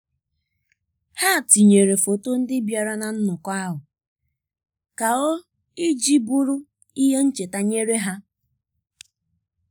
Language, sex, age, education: Igbo, female, 15-29, tertiary